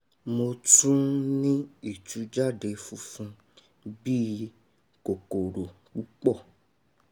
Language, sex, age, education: Yoruba, male, 15-29, tertiary